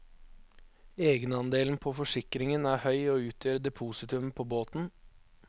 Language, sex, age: Norwegian, male, 21